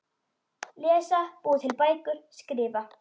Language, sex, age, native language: Icelandic, female, 10, Icelandic